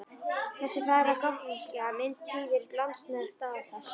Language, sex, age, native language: Icelandic, female, 11, Icelandic